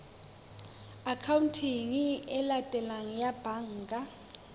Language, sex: Southern Sotho, female